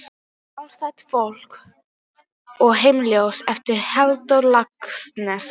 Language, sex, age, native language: Icelandic, female, 12, Icelandic